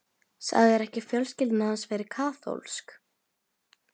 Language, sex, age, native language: Icelandic, female, 11, Norwegian